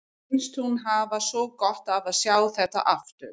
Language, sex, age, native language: Icelandic, female, 50-59, English